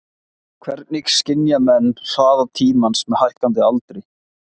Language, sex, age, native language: Icelandic, male, 20-29, Icelandic